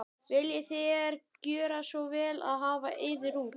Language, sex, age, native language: Icelandic, male, 11, Icelandic